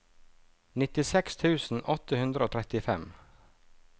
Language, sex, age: Norwegian, male, 37